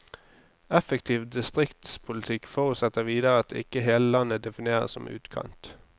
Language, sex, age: Norwegian, male, 26